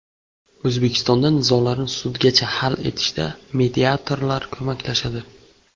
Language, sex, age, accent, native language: Uzbek, male, 18-24, Buxoro, Uzbek